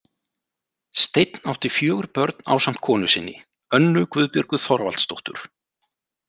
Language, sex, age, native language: Icelandic, male, 40-49, Icelandic